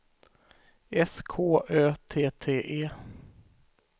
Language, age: Swedish, 18